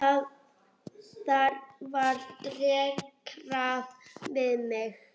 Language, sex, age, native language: Icelandic, female, 8, Icelandic